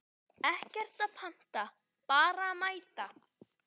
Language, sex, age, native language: Icelandic, male, 10, Icelandic